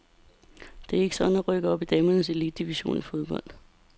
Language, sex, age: Danish, female, 32